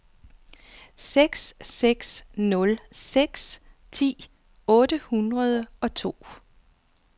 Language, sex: Danish, female